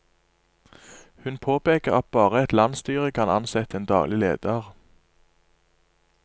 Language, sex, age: Norwegian, male, 27